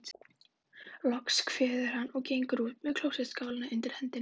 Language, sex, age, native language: Icelandic, female, 11, Icelandic